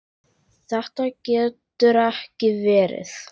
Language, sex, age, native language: Icelandic, male, 10, Icelandic